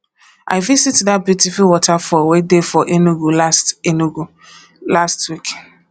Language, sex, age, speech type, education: Nigerian Pidgin, female, 30-45, spontaneous, tertiary